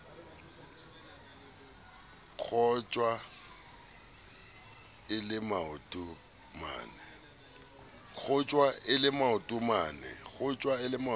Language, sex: Southern Sotho, male